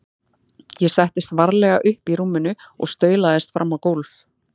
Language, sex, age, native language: Icelandic, female, 30-39, Icelandic